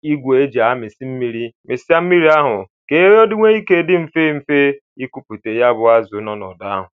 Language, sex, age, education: Igbo, male, 15-29, primary